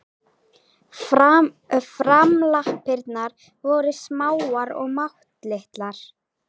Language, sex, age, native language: Icelandic, female, 18-19, Icelandic